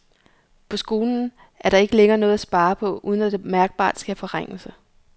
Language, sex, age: Danish, female, 34